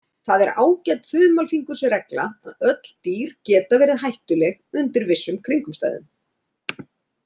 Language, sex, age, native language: Icelandic, female, 30-39, Icelandic